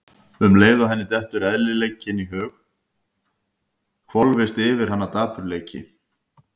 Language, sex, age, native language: Icelandic, male, 50-59, Icelandic